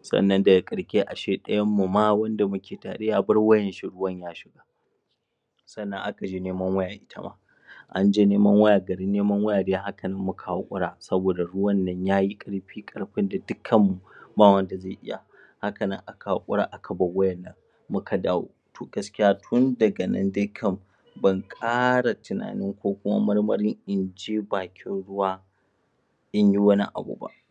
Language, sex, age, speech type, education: Hausa, male, 30-45, spontaneous, tertiary